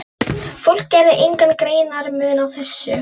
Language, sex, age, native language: Icelandic, female, 11, Polish